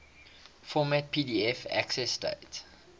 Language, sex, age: English, male, 21